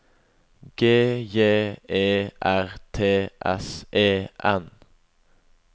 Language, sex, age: Norwegian, male, 21